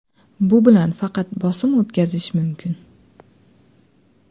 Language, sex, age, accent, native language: Uzbek, female, 25-34, Andijon, Uzbek